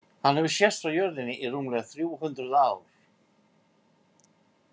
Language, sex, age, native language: Icelandic, male, 50-59, Icelandic